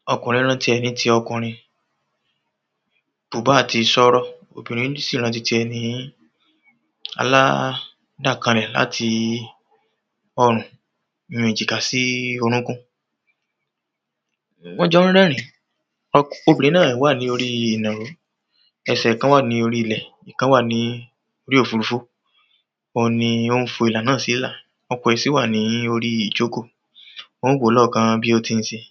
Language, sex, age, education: Yoruba, male, 30-45, tertiary